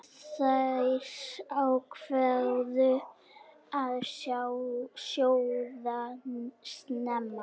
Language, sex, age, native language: Icelandic, female, 10, Icelandic